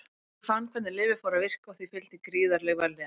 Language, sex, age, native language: Icelandic, female, 30-39, Icelandic